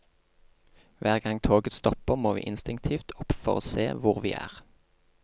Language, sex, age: Norwegian, male, 28